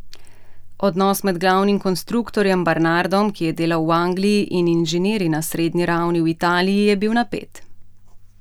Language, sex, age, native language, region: Slovenian, female, 30-49, Slovenian, Central Slovenia